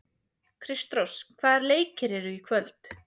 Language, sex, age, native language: Icelandic, female, 20-29, Icelandic